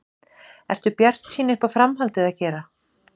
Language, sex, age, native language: Icelandic, female, 40-49, Icelandic